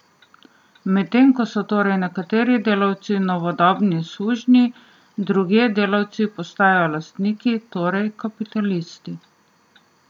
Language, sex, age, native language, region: Slovenian, female, 30-49, Slovenian, Southeast Slovenia